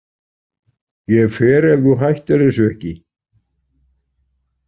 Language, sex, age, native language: Icelandic, male, 40-49, Icelandic